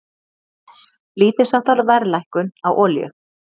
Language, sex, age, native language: Icelandic, female, 30-39, Icelandic